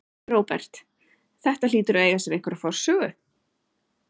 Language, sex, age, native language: Icelandic, female, 30-39, Icelandic